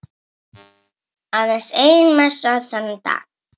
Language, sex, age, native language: Icelandic, female, 7, Icelandic